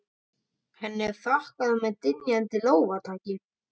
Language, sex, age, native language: Icelandic, male, 12, Icelandic